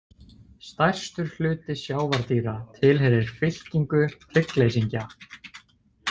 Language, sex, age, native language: Icelandic, male, 20-29, Icelandic